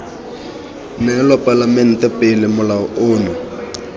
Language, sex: Tswana, male